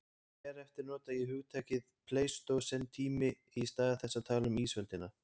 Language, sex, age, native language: Icelandic, male, 20-29, Icelandic